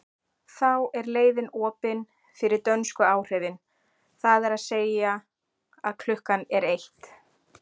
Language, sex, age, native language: Icelandic, female, 40-49, Icelandic